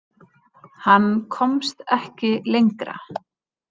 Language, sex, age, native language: Icelandic, female, 30-39, Icelandic